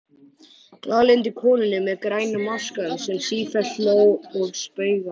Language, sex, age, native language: Icelandic, male, 13, Icelandic